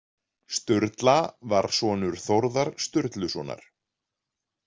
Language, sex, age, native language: Icelandic, male, 40-49, Icelandic